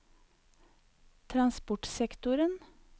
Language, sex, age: Norwegian, female, 54